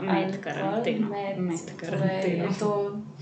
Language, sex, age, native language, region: Slovenian, female, 18-29, Slovenian, Central Slovenia